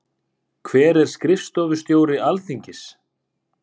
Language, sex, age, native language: Icelandic, male, 30-39, Icelandic